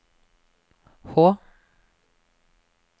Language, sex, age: Norwegian, male, 26